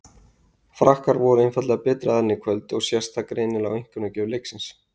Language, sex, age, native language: Icelandic, male, 30-39, Icelandic